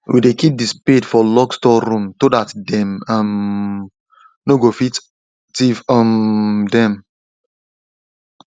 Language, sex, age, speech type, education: Nigerian Pidgin, male, 30-45, spontaneous, tertiary